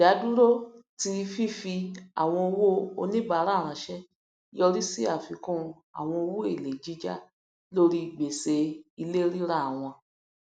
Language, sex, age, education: Yoruba, female, 46-60, tertiary